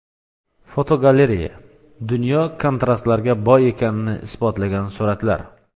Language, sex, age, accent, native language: Uzbek, male, 35+, Xorazm, Uzbek